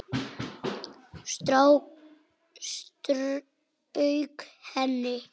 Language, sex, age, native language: Icelandic, male, 7, Icelandic